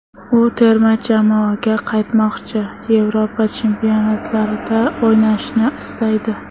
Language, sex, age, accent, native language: Uzbek, female, under 19, Toshkent shahri, Uzbek